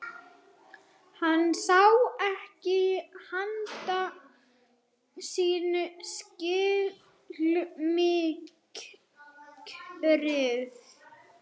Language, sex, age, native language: Icelandic, female, 30-39, Swedish